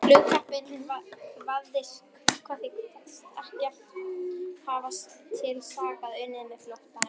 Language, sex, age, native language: Icelandic, female, 11, Icelandic